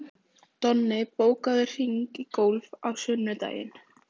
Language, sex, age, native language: Icelandic, female, 15, Icelandic